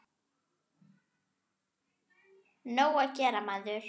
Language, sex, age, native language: Icelandic, female, 9, Icelandic